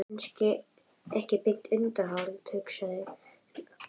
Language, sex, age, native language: Icelandic, female, 11, Icelandic